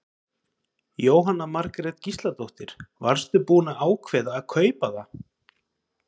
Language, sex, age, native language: Icelandic, male, 30-39, Icelandic